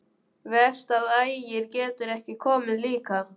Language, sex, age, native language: Icelandic, male, 12, Icelandic